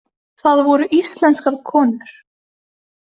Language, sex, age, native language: Icelandic, female, 18-19, Icelandic